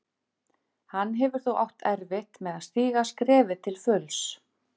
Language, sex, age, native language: Icelandic, female, 50-59, Icelandic